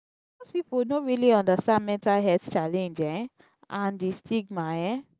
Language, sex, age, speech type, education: Nigerian Pidgin, female, 15-29, spontaneous, tertiary